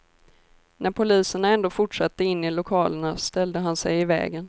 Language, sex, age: Swedish, female, 24